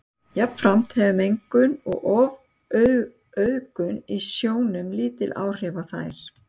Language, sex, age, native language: Icelandic, female, 60-69, Icelandic